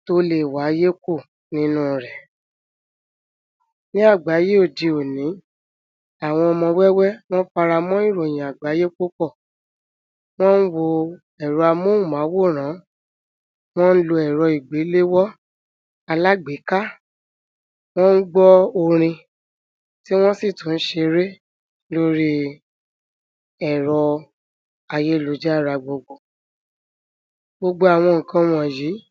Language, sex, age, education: Yoruba, female, 30-45, tertiary